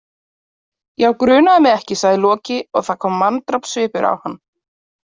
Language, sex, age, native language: Icelandic, female, 30-39, Icelandic